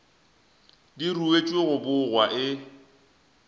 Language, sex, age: Northern Sotho, male, 20